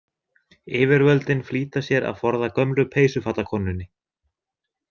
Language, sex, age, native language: Icelandic, male, 20-29, Icelandic